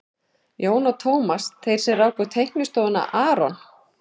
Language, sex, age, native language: Icelandic, male, 11, Icelandic